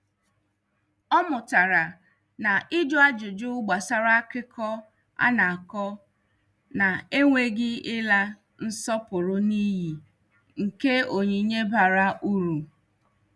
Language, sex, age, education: Igbo, female, 30-45, tertiary